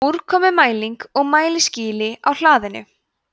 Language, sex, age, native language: Icelandic, female, 20-29, Icelandic